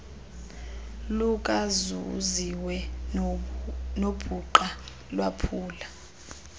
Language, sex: Xhosa, female